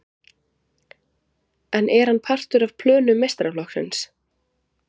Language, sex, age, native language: Icelandic, female, 20-29, Icelandic